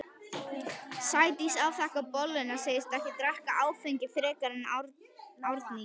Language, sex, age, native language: Icelandic, female, 11, Icelandic